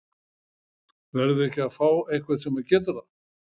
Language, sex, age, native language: Icelandic, male, 60-69, Icelandic